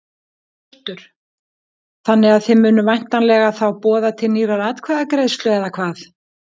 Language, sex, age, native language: Icelandic, female, 60-69, Icelandic